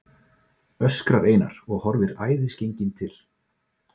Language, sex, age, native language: Icelandic, male, 40-49, Icelandic